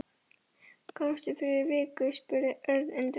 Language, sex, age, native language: Icelandic, female, 11, Icelandic